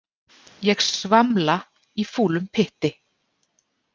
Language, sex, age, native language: Icelandic, female, 40-49, Icelandic